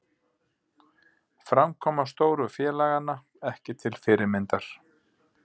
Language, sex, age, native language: Icelandic, male, 50-59, Icelandic